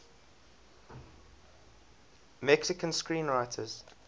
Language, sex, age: English, male, 20